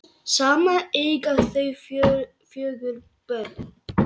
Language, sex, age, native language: Icelandic, male, 8, Lithuanian